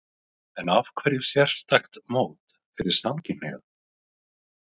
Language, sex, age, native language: Icelandic, male, 30-39, Icelandic